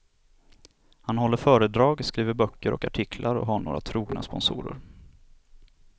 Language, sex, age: Swedish, male, 27